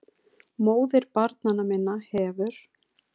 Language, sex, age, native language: Icelandic, female, 40-49, Icelandic